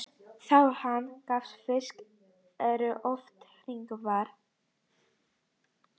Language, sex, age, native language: Icelandic, female, 40-49, Icelandic